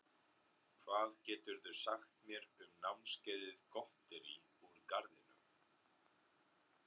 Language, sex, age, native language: Icelandic, male, 30-39, Icelandic